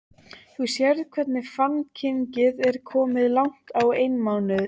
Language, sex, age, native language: Icelandic, female, 13, Icelandic